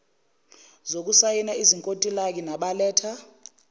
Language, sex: Zulu, female